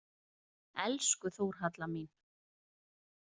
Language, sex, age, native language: Icelandic, female, 30-39, Icelandic